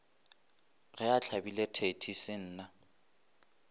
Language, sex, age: Northern Sotho, male, 23